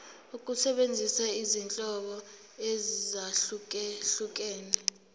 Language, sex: Zulu, female